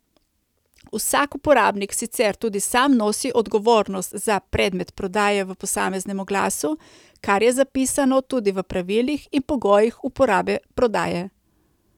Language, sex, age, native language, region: Slovenian, female, 30-49, Slovenian, Coastal Karst region